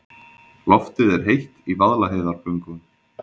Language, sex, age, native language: Icelandic, male, 20-29, Icelandic